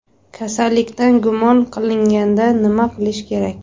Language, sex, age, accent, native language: Uzbek, female, 18-24, Surxondaryo, Uzbek